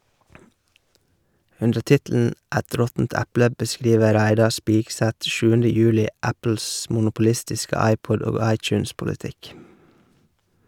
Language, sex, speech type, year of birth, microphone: Norwegian, male, read, 1978, Shure